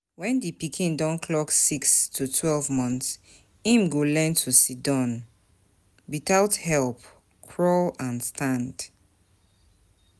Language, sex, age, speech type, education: Nigerian Pidgin, female, 30-45, spontaneous, tertiary